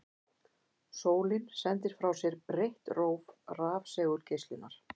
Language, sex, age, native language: Icelandic, female, 50-59, Icelandic